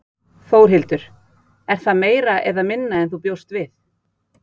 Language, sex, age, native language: Icelandic, female, 40-49, Icelandic